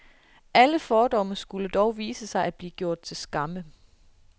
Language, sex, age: Danish, female, 33